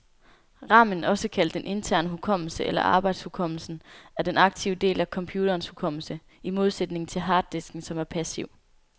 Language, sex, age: Danish, female, 24